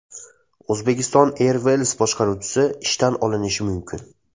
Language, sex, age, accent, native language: Uzbek, male, 18-24, Andijon, Uzbek